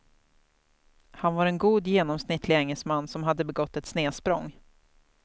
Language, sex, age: Swedish, female, 28